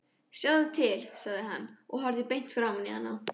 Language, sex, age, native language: Icelandic, female, 14, Icelandic